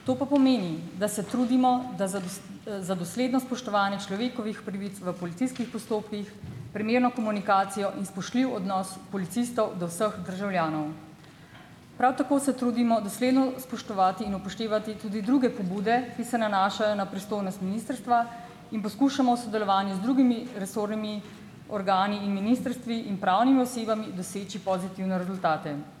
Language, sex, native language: Slovenian, female, Slovenian